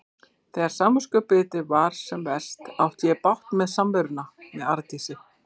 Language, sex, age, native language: Icelandic, female, 40-49, Icelandic